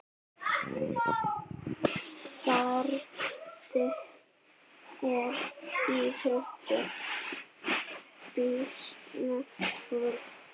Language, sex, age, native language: Icelandic, female, 9, Icelandic